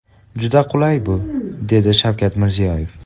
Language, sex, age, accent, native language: Uzbek, male, 18-24, Andijon, Uzbek